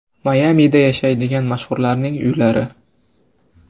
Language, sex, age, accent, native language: Uzbek, male, 19-29, Farg'ona, Uzbek